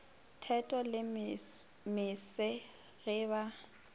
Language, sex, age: Northern Sotho, female, 25